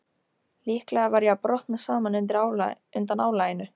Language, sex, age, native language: Icelandic, female, 13, Icelandic